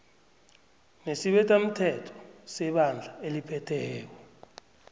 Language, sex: South Ndebele, male